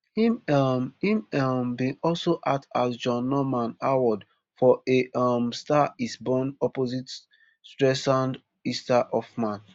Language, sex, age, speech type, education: Nigerian Pidgin, male, 15-29, spontaneous, tertiary